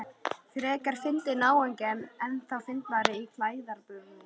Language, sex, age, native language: Icelandic, female, 13, Icelandic